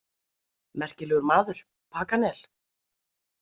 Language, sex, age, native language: Icelandic, female, 30-39, Icelandic